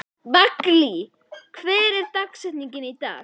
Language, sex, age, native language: Icelandic, male, 11, Icelandic